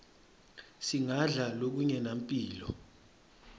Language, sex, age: Swati, male, 23